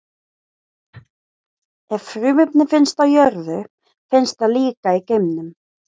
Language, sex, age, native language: Icelandic, female, 20-29, Icelandic